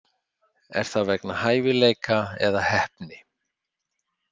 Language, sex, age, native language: Icelandic, male, 60-69, Icelandic